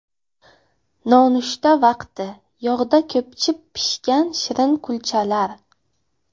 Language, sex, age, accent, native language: Uzbek, female, 18-24, Buxoro, Uzbek